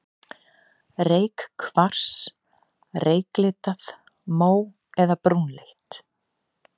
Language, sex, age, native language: Icelandic, female, 50-59, Icelandic